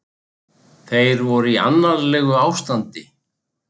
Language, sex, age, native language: Icelandic, male, 60-69, Icelandic